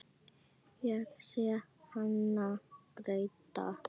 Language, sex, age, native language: Icelandic, female, 8, Icelandic